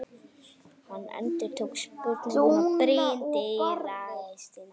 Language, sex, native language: Icelandic, female, Icelandic